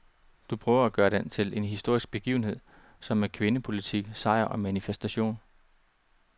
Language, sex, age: Danish, male, 39